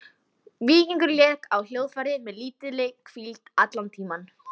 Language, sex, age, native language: Icelandic, female, 14, Icelandic